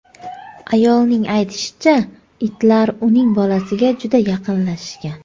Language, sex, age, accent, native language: Uzbek, female, 25-34, Andijon, Uzbek